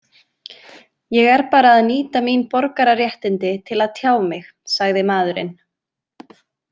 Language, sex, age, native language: Icelandic, female, 20-29, Icelandic